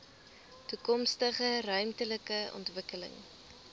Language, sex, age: Afrikaans, female, 19